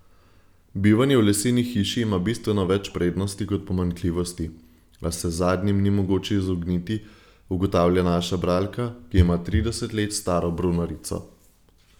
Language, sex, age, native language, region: Slovenian, male, 18-29, Slovenian, Gorenjska region